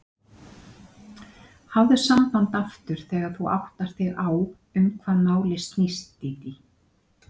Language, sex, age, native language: Icelandic, female, 50-59, Icelandic